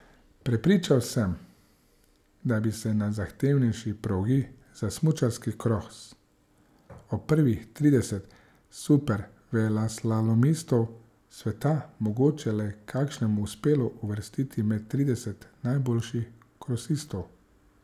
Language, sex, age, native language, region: Slovenian, male, 30-49, Slovenian, Savinja region